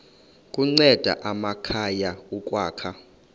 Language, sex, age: Xhosa, male, 31